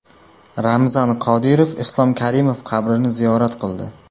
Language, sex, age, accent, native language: Uzbek, male, 18-24, Samarqand, Uzbek